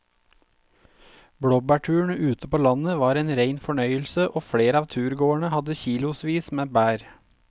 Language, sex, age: Norwegian, male, 32